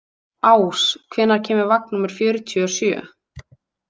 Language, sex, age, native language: Icelandic, female, 20-29, Icelandic